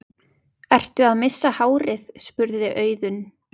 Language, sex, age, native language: Icelandic, female, 20-29, Icelandic